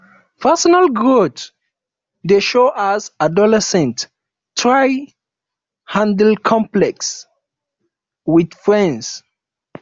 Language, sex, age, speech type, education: Nigerian Pidgin, male, 15-29, spontaneous, tertiary